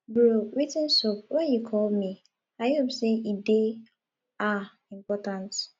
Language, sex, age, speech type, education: Nigerian Pidgin, female, 15-29, spontaneous, tertiary